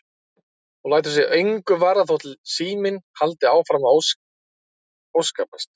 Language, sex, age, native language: Icelandic, male, 30-39, Icelandic